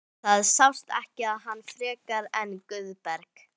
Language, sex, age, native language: Icelandic, female, 11, Icelandic